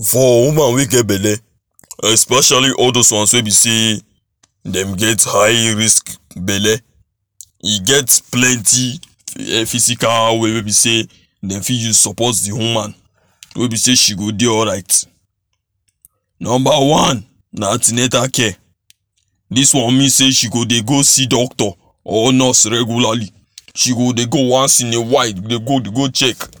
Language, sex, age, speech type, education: Nigerian Pidgin, male, 15-29, spontaneous, tertiary